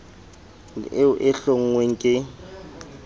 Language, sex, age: Southern Sotho, male, 30